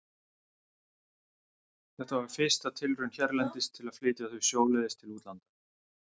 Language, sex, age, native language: Icelandic, male, 30-39, Icelandic